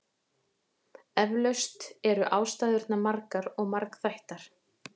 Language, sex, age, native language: Icelandic, female, 40-49, Icelandic